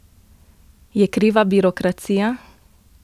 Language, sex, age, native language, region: Slovenian, female, 18-29, Slovenian, Central Slovenia